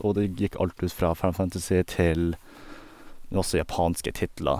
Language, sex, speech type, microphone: Norwegian, male, spontaneous, Sennheiser